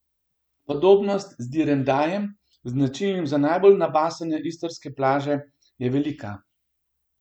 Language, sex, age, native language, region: Slovenian, male, 50-59, Slovenian, Gorenjska region